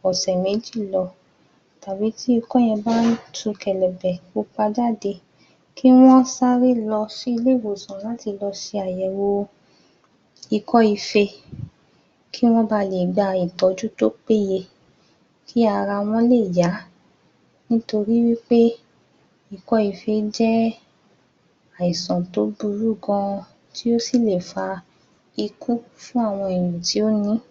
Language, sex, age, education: Yoruba, female, 30-45, tertiary